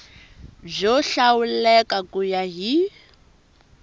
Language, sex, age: Tsonga, female, 20